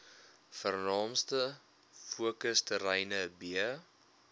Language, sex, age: Afrikaans, male, 21